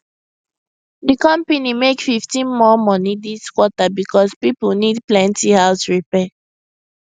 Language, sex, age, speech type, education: Nigerian Pidgin, female, 15-29, spontaneous, secondary